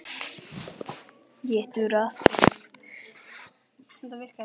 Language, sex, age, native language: Icelandic, male, 11, Icelandic